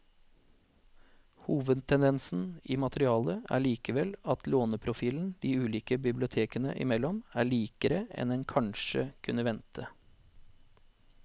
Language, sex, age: Norwegian, male, 40